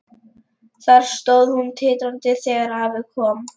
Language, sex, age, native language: Icelandic, female, 11, Lithuanian